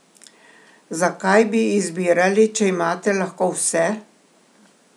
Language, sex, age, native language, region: Slovenian, female, 60+, Slovenian, Primorsko-notranjska region